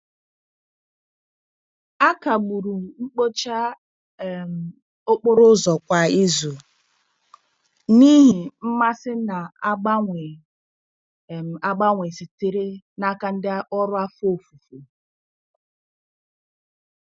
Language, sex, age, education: Igbo, female, 30-45, tertiary